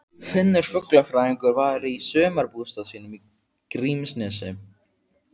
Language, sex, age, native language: Icelandic, male, 15, Icelandic